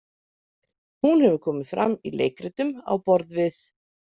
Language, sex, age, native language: Icelandic, female, 50-59, Icelandic